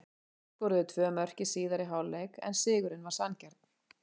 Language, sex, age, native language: Icelandic, female, 40-49, Icelandic